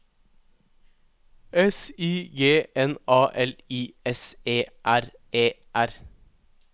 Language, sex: Norwegian, male